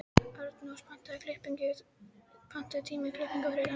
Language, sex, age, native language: Icelandic, female, 12, Icelandic